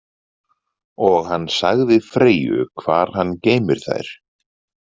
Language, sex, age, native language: Icelandic, male, 40-49, Icelandic